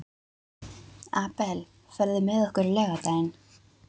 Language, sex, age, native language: Icelandic, female, 12, Icelandic